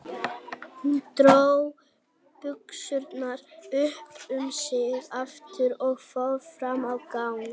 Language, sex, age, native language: Icelandic, female, 18-19, Icelandic